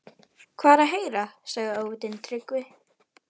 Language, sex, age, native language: Icelandic, female, 11, Icelandic